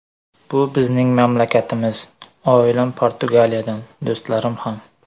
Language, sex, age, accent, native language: Uzbek, male, 18-24, Surxondaryo, Uzbek